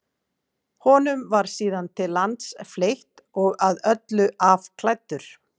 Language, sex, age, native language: Icelandic, female, 40-49, Icelandic